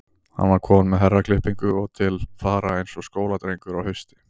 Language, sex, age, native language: Icelandic, male, 30-39, Icelandic